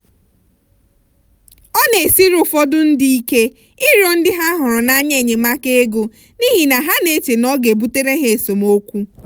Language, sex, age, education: Igbo, female, 15-29, tertiary